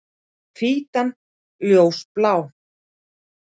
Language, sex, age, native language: Icelandic, female, 40-49, Icelandic